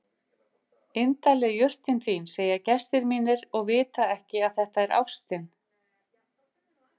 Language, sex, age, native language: Icelandic, female, 50-59, Icelandic